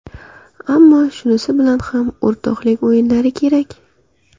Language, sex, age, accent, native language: Uzbek, female, 18-24, Qashqadaryo, Uzbek